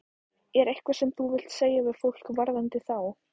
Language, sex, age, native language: Icelandic, female, 14, Icelandic